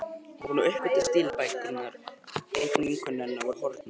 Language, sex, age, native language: Icelandic, male, 18-19, Icelandic